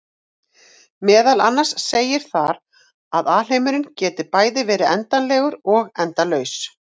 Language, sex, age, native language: Icelandic, female, 40-49, Icelandic